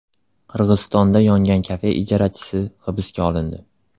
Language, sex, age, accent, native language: Uzbek, male, 18-24, Andijon, Uzbek